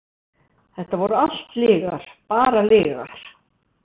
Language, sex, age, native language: Icelandic, female, 60-69, Icelandic